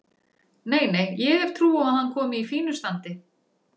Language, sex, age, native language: Icelandic, female, 40-49, Icelandic